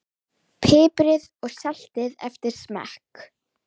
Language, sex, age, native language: Icelandic, female, 10, Icelandic